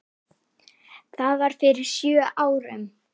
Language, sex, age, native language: Icelandic, female, 10, Icelandic